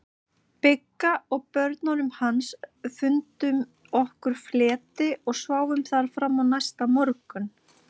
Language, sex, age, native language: Icelandic, female, 30-39, Icelandic